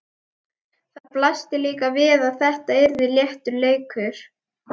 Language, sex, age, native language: Icelandic, female, 11, Icelandic